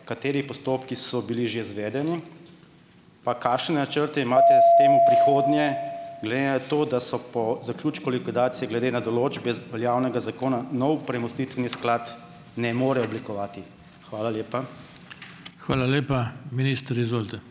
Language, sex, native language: Slovenian, male, Slovenian